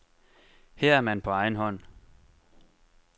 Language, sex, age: Danish, male, 25